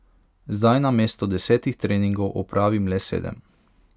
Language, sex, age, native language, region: Slovenian, male, 18-29, Hungarian, Pomurje region